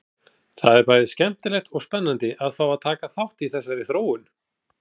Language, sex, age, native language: Icelandic, male, 40-49, Icelandic